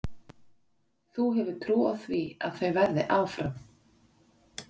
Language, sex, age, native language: Icelandic, female, 40-49, Icelandic